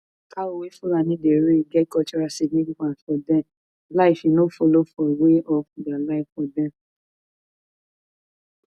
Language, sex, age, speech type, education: Nigerian Pidgin, female, 30-45, spontaneous, tertiary